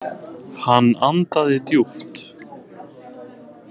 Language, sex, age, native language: Icelandic, male, 20-29, Icelandic